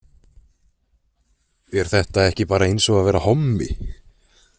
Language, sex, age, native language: Icelandic, male, 20-29, Icelandic